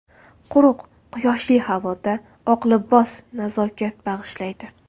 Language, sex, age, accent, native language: Uzbek, female, 19-29, Toshkent viloyati, Uzbek